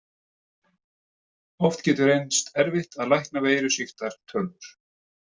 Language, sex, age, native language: Icelandic, male, 50-59, Icelandic